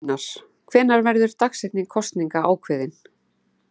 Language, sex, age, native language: Icelandic, female, 40-49, Icelandic